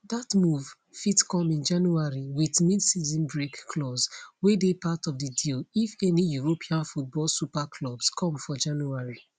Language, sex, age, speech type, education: Nigerian Pidgin, female, 15-29, spontaneous, tertiary